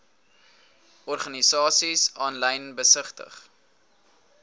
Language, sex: Afrikaans, male